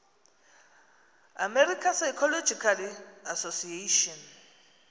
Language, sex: Xhosa, female